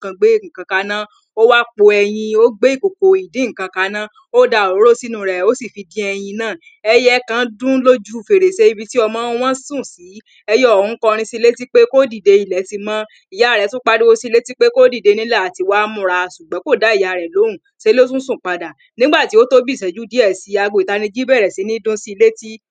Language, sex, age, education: Yoruba, female, 30-45, primary